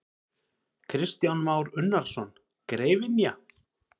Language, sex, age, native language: Icelandic, male, 30-39, Icelandic